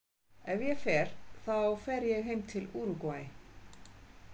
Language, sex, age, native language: Icelandic, female, 50-59, Icelandic